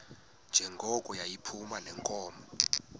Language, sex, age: Xhosa, male, 18